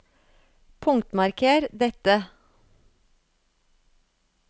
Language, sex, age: Norwegian, female, 35